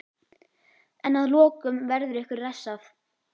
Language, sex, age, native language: Icelandic, female, 11, Icelandic